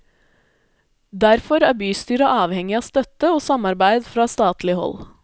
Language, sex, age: Norwegian, female, 20